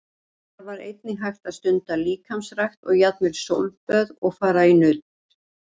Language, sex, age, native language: Icelandic, female, 60-69, Icelandic